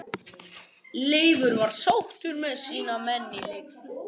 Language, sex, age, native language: Icelandic, other, 18-19, Icelandic